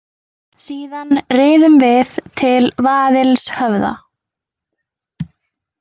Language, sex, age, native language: Icelandic, female, 20-29, Icelandic